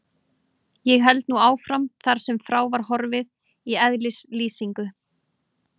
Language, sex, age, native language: Icelandic, female, 18-19, Icelandic